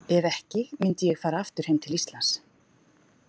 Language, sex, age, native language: Icelandic, female, 40-49, Icelandic